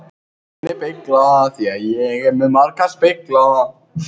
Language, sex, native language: Icelandic, other, Icelandic